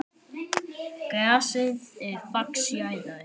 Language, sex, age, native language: Icelandic, male, 8, Icelandic